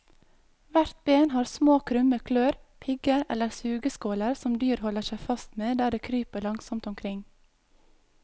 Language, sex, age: Norwegian, female, 22